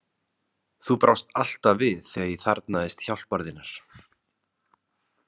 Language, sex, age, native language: Icelandic, male, 30-39, Icelandic